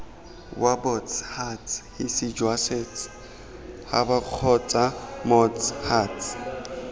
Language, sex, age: Tswana, male, 23